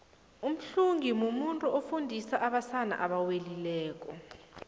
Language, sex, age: South Ndebele, female, 23